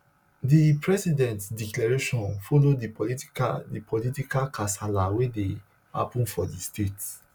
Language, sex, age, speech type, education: Nigerian Pidgin, male, 30-45, spontaneous, tertiary